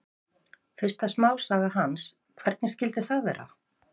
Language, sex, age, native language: Icelandic, female, 50-59, Icelandic